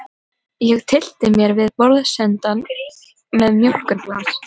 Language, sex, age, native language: Icelandic, female, 12, Icelandic